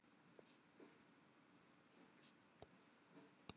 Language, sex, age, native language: Icelandic, male, 70-79, Icelandic